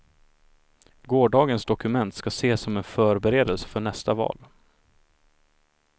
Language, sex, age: Swedish, male, 26